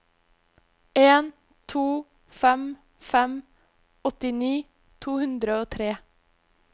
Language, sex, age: Norwegian, female, 26